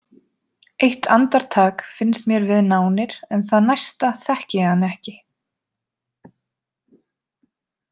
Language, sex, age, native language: Icelandic, female, 20-29, Icelandic